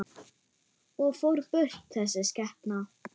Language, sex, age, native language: Icelandic, female, 9, German